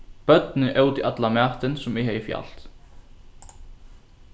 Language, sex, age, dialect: Faroese, male, 15-35, Norðurstreymoy/Eysturoy